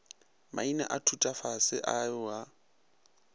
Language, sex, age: Northern Sotho, male, 22